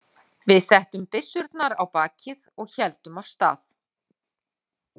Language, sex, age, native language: Icelandic, female, 40-49, Icelandic